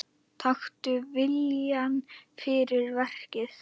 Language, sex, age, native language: Icelandic, male, 9, Icelandic